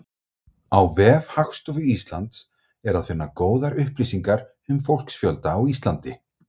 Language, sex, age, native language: Icelandic, male, 30-39, Icelandic